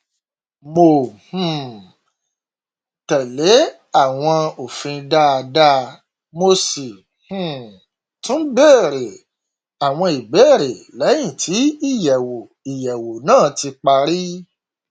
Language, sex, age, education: Yoruba, male, 46-60, tertiary